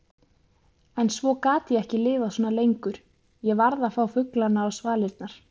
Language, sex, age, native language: Icelandic, female, 20-29, Icelandic